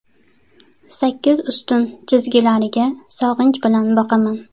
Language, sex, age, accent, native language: Uzbek, female, 25-34, Sirdaryo, Uzbek